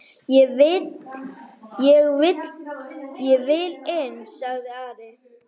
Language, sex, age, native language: Icelandic, female, 5, Icelandic